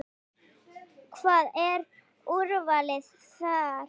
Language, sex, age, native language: Icelandic, female, 8, Icelandic